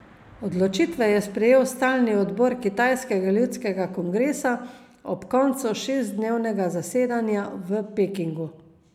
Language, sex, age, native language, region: Slovenian, female, 50-59, Slovenian, Savinja region